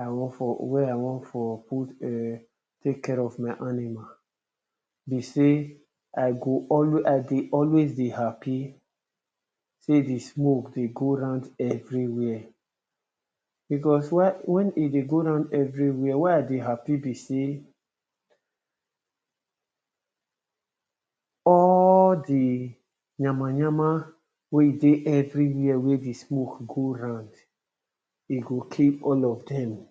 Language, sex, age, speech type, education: Nigerian Pidgin, male, 30-45, spontaneous, tertiary